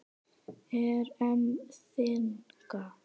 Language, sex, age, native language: Icelandic, female, 10, Icelandic